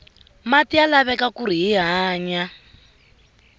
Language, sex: Tsonga, female